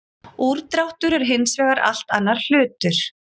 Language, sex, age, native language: Icelandic, female, 40-49, Icelandic